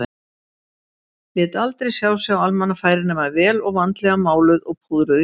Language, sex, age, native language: Icelandic, female, 70-79, Icelandic